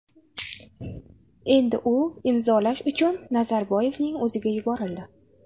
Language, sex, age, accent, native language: Uzbek, female, 18-24, Farg'ona, Uzbek